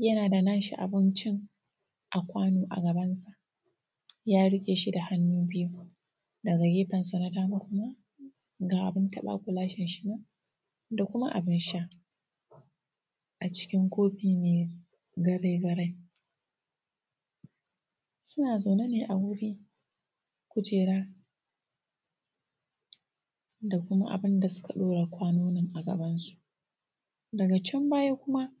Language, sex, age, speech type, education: Hausa, female, 15-29, spontaneous, tertiary